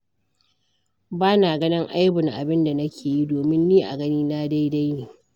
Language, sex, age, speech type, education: Hausa, female, 46-60, read, primary